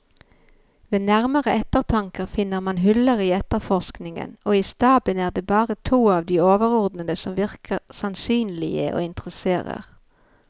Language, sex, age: Norwegian, female, 51